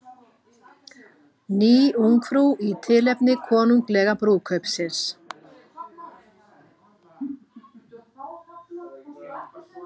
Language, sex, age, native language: Icelandic, female, 50-59, Icelandic